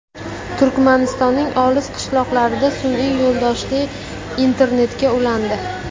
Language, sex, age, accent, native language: Uzbek, female, 18-24, Jizzax, Uzbek